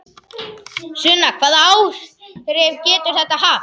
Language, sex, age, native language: Icelandic, male, 11, Icelandic